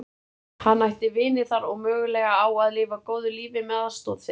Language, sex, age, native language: Icelandic, male, 30-39, Icelandic